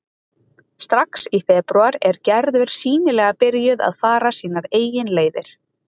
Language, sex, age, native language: Icelandic, female, 30-39, Icelandic